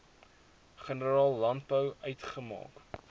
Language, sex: Afrikaans, male